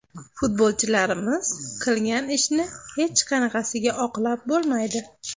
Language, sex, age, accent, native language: Uzbek, female, 25-34, Andijon, Uzbek